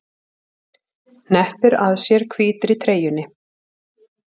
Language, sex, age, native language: Icelandic, female, 40-49, Icelandic